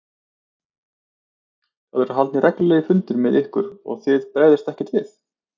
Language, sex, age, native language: Icelandic, male, 30-39, Icelandic